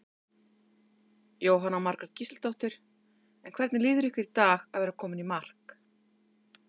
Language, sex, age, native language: Icelandic, female, 50-59, Icelandic